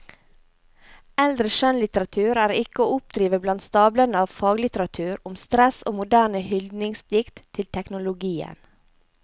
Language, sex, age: Norwegian, female, 28